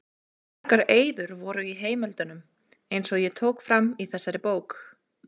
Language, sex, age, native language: Icelandic, female, 20-29, Icelandic